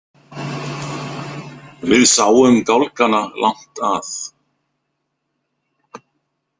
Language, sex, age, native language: Icelandic, male, 50-59, Icelandic